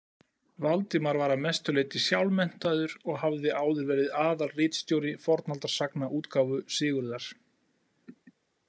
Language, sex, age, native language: Icelandic, male, 40-49, Icelandic